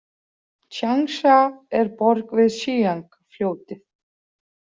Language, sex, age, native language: Icelandic, female, 40-49, Icelandic